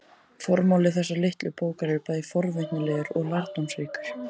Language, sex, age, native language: Icelandic, male, 14, Icelandic